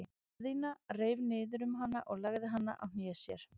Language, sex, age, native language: Icelandic, female, 30-39, Icelandic